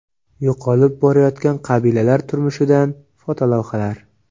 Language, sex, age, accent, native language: Uzbek, male, 18-24, Xorazm, Uzbek